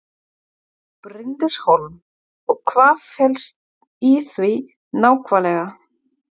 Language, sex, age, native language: Icelandic, female, 40-49, German